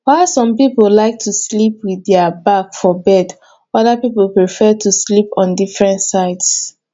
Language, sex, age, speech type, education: Nigerian Pidgin, female, 15-29, spontaneous, tertiary